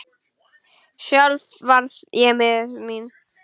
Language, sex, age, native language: Icelandic, female, 10, Icelandic